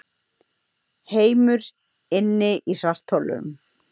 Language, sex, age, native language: Icelandic, female, 30-39, Icelandic